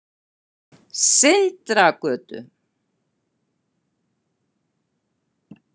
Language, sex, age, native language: Icelandic, female, 70-79, Icelandic